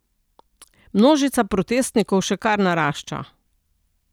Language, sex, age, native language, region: Slovenian, female, 60+, Slovenian, Central Slovenia